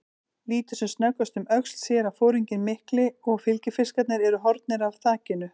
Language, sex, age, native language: Icelandic, female, 40-49, Icelandic